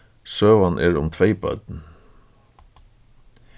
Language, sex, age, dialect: Faroese, male, 36-60, Suðurstreymoy